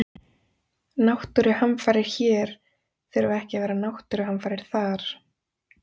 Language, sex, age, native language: Icelandic, female, 30-39, Icelandic